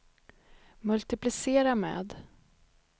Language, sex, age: Swedish, female, 31